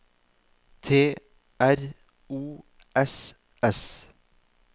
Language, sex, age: Norwegian, male, 44